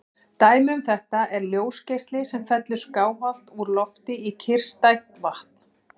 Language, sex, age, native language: Icelandic, female, 40-49, Icelandic